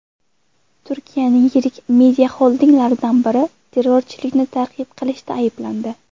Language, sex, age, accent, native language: Uzbek, female, 19-29, Toshkent viloyati, Uzbek